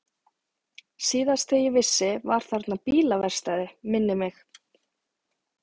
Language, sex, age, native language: Icelandic, female, 40-49, Icelandic